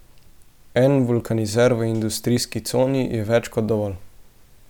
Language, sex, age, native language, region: Slovenian, male, 18-29, Slovenian, Central Slovenia